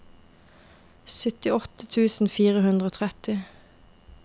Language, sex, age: Norwegian, female, 22